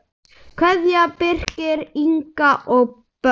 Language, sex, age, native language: Icelandic, male, 10, Icelandic